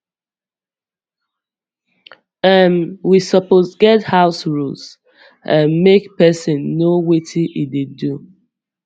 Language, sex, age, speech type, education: Nigerian Pidgin, female, 15-29, spontaneous, secondary